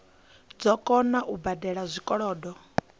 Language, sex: Venda, female